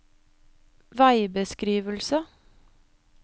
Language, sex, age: Norwegian, female, 25